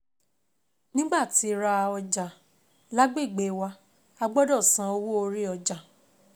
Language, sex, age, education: Yoruba, female, 15-29, secondary